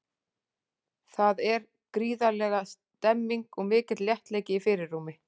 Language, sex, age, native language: Icelandic, female, 40-49, Icelandic